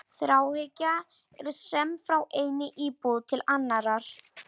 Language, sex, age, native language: Icelandic, male, 40-49, Polish